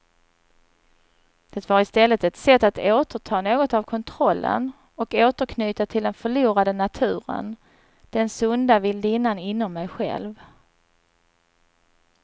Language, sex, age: Swedish, female, 39